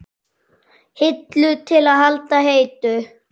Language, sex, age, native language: Icelandic, male, 6, Icelandic